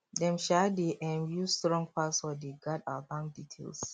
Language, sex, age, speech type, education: Nigerian Pidgin, male, 30-45, spontaneous, tertiary